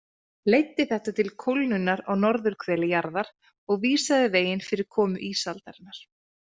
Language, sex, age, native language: Icelandic, female, 30-39, Icelandic